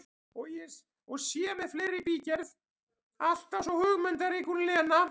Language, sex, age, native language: Icelandic, male, 40-49, Icelandic